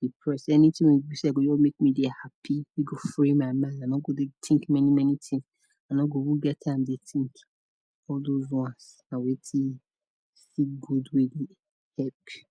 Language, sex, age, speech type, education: Nigerian Pidgin, female, 30-45, spontaneous, tertiary